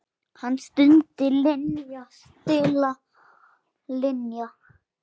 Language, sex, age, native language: Icelandic, male, 10, Icelandic